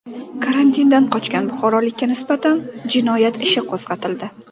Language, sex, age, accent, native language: Uzbek, female, under 19, Qashqadaryo, Uzbek